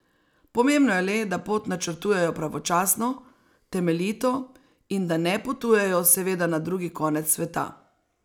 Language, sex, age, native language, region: Slovenian, female, 60+, Slovenian, Savinja region